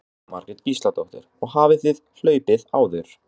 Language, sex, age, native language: Icelandic, male, 20-29, Icelandic